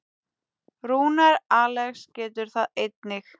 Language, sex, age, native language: Icelandic, female, 10, Icelandic